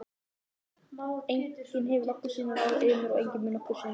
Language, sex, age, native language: Icelandic, male, 20-29, Icelandic